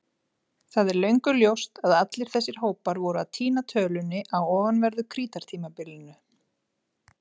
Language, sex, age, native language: Icelandic, female, 30-39, Icelandic